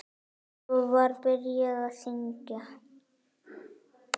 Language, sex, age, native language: Icelandic, female, 9, Icelandic